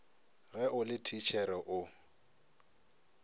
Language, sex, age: Northern Sotho, male, 24